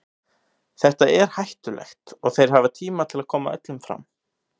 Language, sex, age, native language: Icelandic, male, 18-19, Icelandic